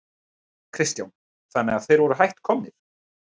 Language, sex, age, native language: Icelandic, male, 30-39, Icelandic